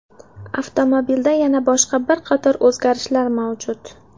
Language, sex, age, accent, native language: Uzbek, female, 19-29, Samarqand, Uzbek